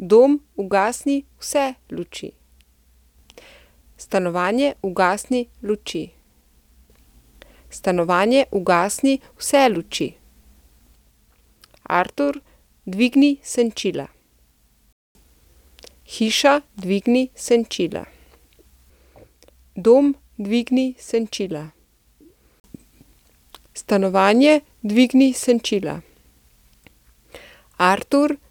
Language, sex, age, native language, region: Slovenian, female, 50-59, Slovenian, Central Slovenia